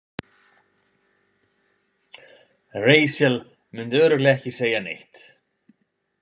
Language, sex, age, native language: Icelandic, male, 20-29, Icelandic